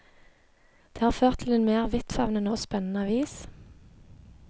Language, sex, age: Norwegian, female, 23